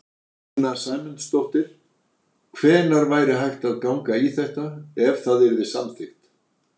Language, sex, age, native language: Icelandic, male, 60-69, Icelandic